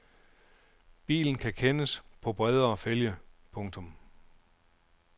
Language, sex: Danish, male